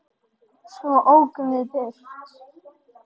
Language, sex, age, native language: Icelandic, male, 10, Icelandic